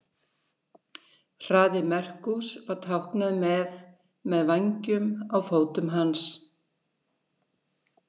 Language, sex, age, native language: Icelandic, female, 60-69, Icelandic